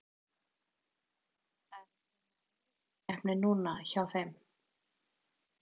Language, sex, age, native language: Icelandic, female, 40-49, Icelandic